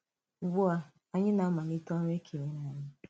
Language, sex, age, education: Igbo, female, 15-29, tertiary